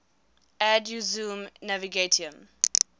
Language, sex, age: English, female, 20